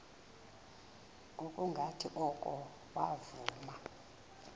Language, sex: Xhosa, female